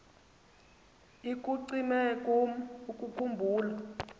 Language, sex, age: Xhosa, male, 19